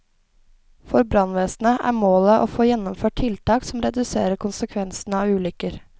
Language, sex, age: Norwegian, female, 17